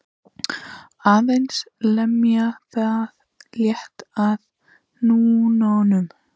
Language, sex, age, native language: Icelandic, female, 14, Icelandic